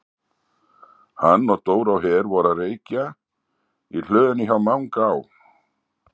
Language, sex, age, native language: Icelandic, male, 60-69, Icelandic